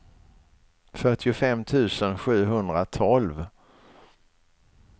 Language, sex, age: Swedish, male, 61